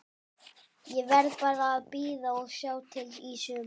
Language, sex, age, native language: Icelandic, male, 18-19, Icelandic